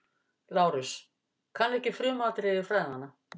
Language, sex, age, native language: Icelandic, female, 50-59, Icelandic